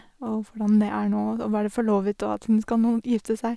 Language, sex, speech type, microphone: Norwegian, female, spontaneous, Sennheiser